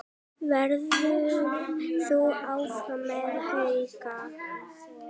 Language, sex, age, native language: Icelandic, female, 9, Icelandic